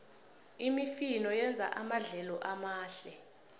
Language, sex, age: South Ndebele, female, 20